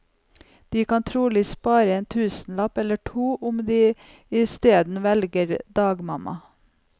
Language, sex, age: Norwegian, female, 45